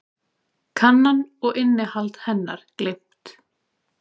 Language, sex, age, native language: Icelandic, female, 30-39, Icelandic